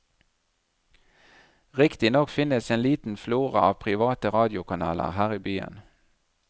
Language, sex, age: Norwegian, male, 37